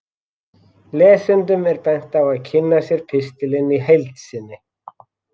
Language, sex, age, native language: Icelandic, male, 40-49, Icelandic